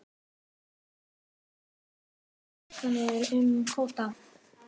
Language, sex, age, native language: Icelandic, female, 18-19, Icelandic